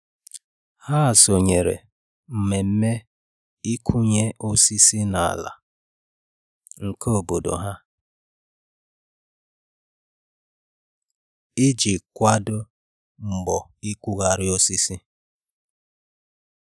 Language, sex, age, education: Igbo, female, 30-45, tertiary